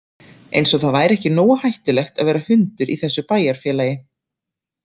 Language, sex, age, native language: Icelandic, female, 30-39, Icelandic